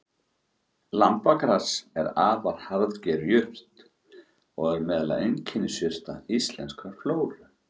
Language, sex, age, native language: Icelandic, male, 40-49, Icelandic